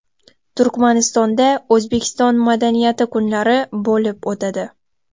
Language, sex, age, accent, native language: Uzbek, female, 12-17, Toshkent viloyati, Uzbek